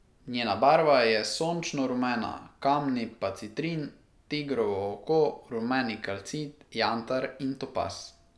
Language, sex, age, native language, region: Slovenian, male, 18-29, Slovenian, Pomurje region